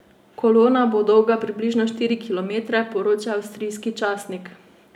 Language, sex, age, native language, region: Slovenian, female, 18-29, Slovenian, Savinja region